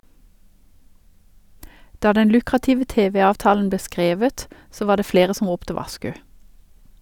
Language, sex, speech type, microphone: Norwegian, female, read, Sennheiser